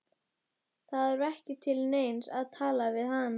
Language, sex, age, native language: Icelandic, female, 12, Icelandic